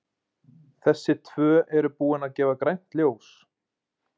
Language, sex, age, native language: Icelandic, male, 20-29, Icelandic